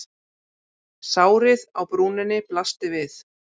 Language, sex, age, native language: Icelandic, female, 40-49, Icelandic